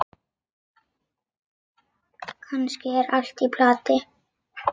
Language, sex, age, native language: Icelandic, female, 8, Icelandic